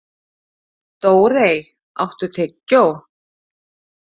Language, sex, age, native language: Icelandic, female, 40-49, Icelandic